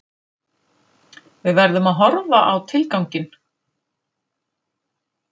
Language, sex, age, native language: Icelandic, female, 50-59, Icelandic